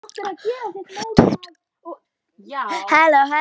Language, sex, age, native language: Icelandic, female, 18-19, Polish